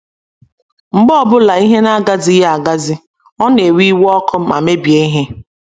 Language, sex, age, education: Igbo, female, 30-45, secondary